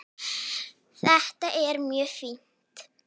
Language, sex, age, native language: Icelandic, female, 9, Icelandic